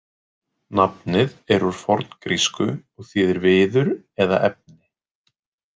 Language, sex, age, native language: Icelandic, male, 20-29, Icelandic